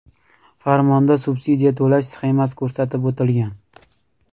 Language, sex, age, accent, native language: Uzbek, male, 18-24, Namangan, Uzbek